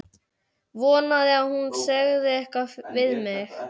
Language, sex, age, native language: Icelandic, male, 12, Icelandic